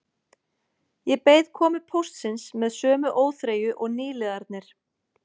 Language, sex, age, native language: Icelandic, female, 40-49, Icelandic